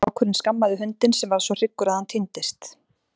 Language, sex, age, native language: Icelandic, female, 40-49, Icelandic